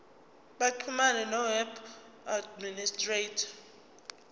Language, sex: Zulu, female